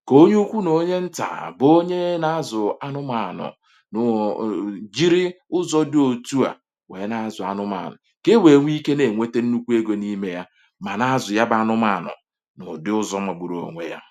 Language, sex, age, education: Igbo, male, 30-45, tertiary